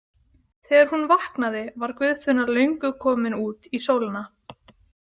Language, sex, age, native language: Icelandic, female, 18-19, Icelandic